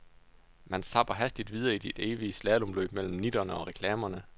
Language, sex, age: Danish, male, 29